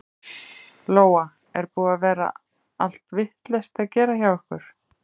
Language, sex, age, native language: Icelandic, female, 30-39, Icelandic